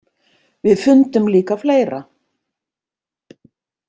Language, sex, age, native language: Icelandic, female, 50-59, Icelandic